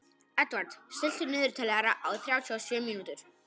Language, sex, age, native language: Icelandic, male, 18-19, Polish